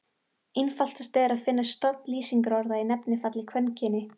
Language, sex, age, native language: Icelandic, female, 18-19, Icelandic